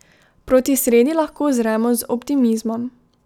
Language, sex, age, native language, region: Slovenian, female, 18-29, Slovenian, Drava region